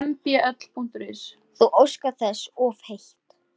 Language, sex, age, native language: Icelandic, female, 10, Icelandic